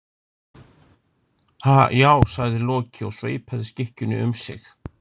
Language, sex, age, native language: Icelandic, male, 60-69, Icelandic